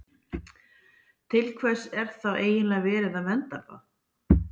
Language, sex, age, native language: Icelandic, female, 40-49, Icelandic